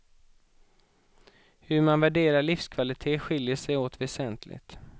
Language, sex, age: Swedish, male, 31